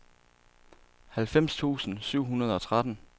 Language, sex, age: Danish, male, 27